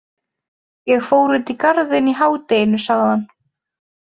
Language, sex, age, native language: Icelandic, female, 20-29, Icelandic